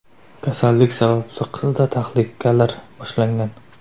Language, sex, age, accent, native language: Uzbek, male, 18-24, Surxondaryo, Uzbek